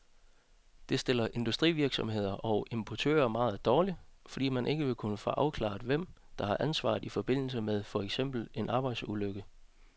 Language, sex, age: Danish, male, 30